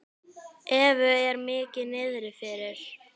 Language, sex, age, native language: Icelandic, female, 9, Icelandic